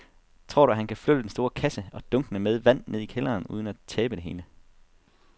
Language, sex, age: Danish, male, 32